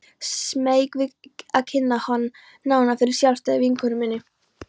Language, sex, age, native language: Icelandic, female, 13, Polish